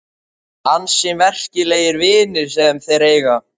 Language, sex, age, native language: Icelandic, male, 12, Icelandic